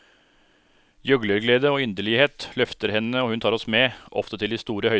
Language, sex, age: Norwegian, male, 36